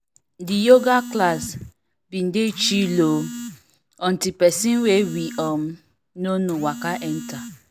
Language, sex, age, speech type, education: Nigerian Pidgin, female, 15-29, spontaneous, tertiary